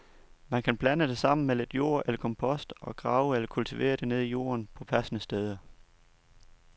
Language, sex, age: Danish, male, 29